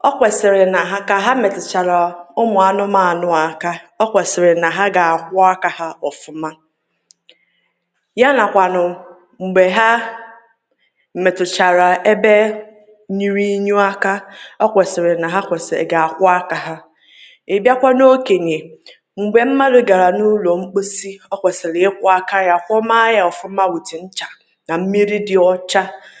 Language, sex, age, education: Igbo, female, 30-45, tertiary